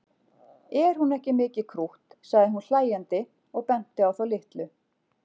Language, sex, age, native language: Icelandic, female, 40-49, Icelandic